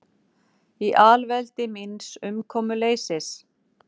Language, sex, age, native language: Icelandic, female, 40-49, Icelandic